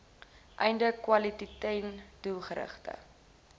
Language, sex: Afrikaans, female